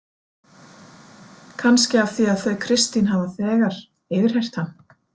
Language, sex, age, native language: Icelandic, female, 40-49, Icelandic